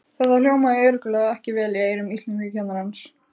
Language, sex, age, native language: Icelandic, female, 15, Icelandic